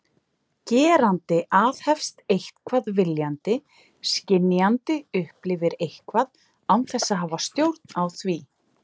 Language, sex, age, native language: Icelandic, female, 30-39, Icelandic